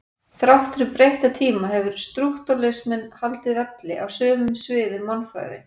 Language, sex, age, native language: Icelandic, female, 40-49, Icelandic